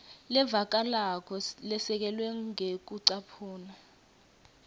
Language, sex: Swati, female